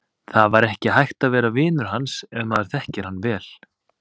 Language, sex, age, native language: Icelandic, male, 30-39, Icelandic